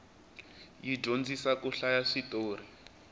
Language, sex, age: Tsonga, male, 20